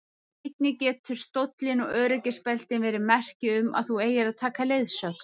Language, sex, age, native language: Icelandic, female, 30-39, Icelandic